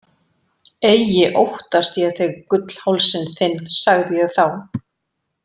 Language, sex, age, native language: Icelandic, female, 40-49, Icelandic